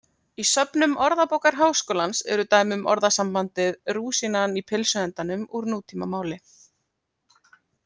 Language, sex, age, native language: Icelandic, female, 30-39, Icelandic